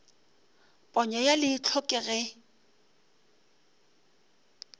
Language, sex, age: Northern Sotho, female, 35